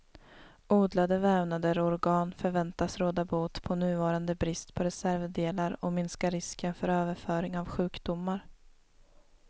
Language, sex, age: Swedish, female, 19